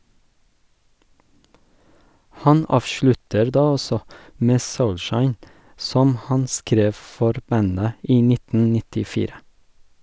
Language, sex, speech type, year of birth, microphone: Norwegian, male, read, 1981, Sennheiser